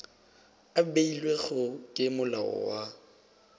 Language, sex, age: Northern Sotho, male, 18